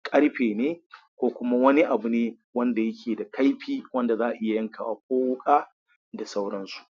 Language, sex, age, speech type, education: Hausa, male, 30-45, spontaneous, tertiary